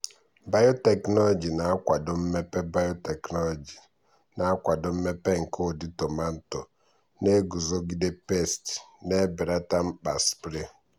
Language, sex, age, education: Igbo, male, 15-29, tertiary